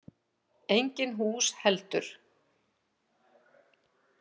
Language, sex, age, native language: Icelandic, female, 50-59, Icelandic